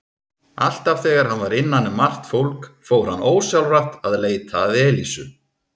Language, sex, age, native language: Icelandic, male, 30-39, Icelandic